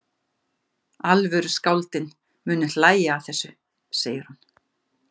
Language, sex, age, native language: Icelandic, female, 50-59, Icelandic